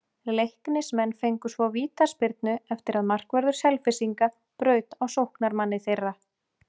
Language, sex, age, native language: Icelandic, female, 30-39, Icelandic